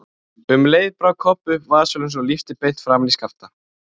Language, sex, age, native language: Icelandic, male, 20-29, Icelandic